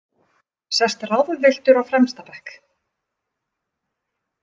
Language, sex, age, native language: Icelandic, female, 50-59, Icelandic